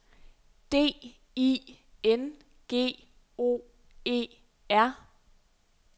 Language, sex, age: Danish, female, 23